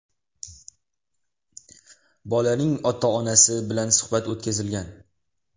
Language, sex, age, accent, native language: Uzbek, male, 18-24, Toshkent shahri, Uzbek